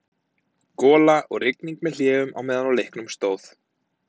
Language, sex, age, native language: Icelandic, male, 30-39, Icelandic